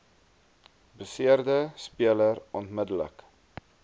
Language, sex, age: Afrikaans, male, 22